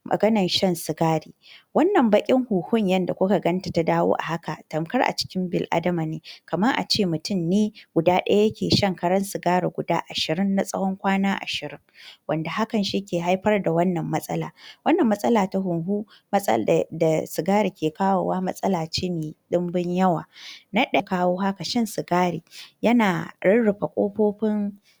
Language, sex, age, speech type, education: Hausa, female, 46-60, spontaneous, tertiary